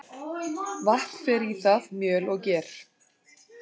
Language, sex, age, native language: Icelandic, female, 40-49, Icelandic